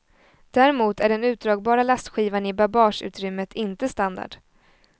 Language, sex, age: Swedish, female, 20